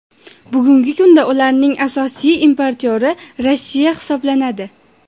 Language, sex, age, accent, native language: Uzbek, female, under 19, Jizzax, Uzbek